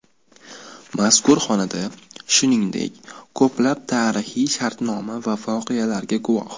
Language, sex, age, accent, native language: Uzbek, male, under 19, Toshkent shahri, Uzbek